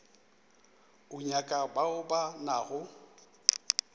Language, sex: Northern Sotho, male